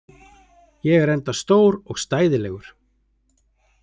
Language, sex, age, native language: Icelandic, male, 30-39, Icelandic